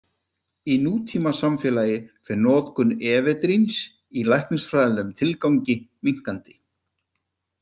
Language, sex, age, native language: Icelandic, male, 50-59, Icelandic